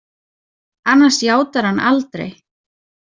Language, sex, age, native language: Icelandic, female, 30-39, Icelandic